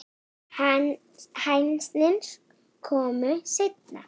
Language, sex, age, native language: Icelandic, female, 9, Icelandic